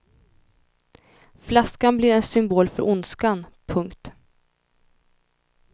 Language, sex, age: Swedish, female, 21